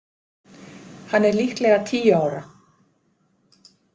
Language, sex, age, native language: Icelandic, female, 50-59, Icelandic